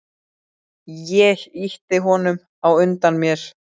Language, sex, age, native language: Icelandic, male, 12, Icelandic